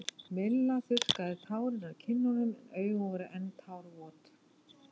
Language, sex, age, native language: Icelandic, female, 11, Icelandic